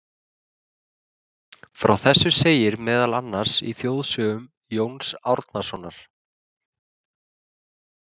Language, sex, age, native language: Icelandic, male, 20-29, Icelandic